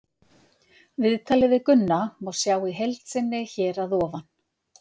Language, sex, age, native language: Icelandic, female, 50-59, Icelandic